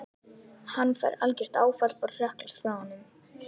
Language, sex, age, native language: Icelandic, female, 11, Icelandic